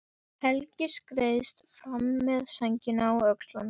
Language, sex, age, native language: Icelandic, female, 12, Icelandic